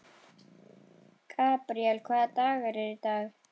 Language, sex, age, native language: Icelandic, female, 12, Icelandic